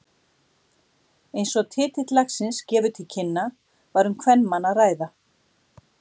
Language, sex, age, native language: Icelandic, female, 60-69, Icelandic